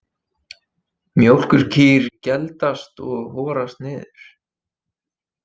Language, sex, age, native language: Icelandic, male, 20-29, Icelandic